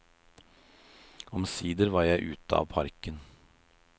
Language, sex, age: Norwegian, male, 56